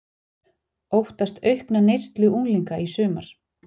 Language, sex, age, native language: Icelandic, female, 40-49, Icelandic